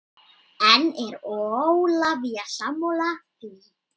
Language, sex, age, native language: Icelandic, male, 10, Icelandic